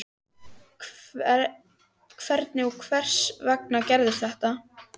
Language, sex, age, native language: Icelandic, female, 13, Icelandic